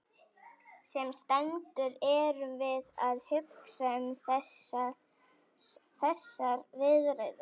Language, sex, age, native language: Icelandic, female, 18-19, Icelandic